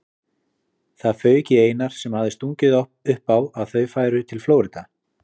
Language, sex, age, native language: Icelandic, male, 40-49, Icelandic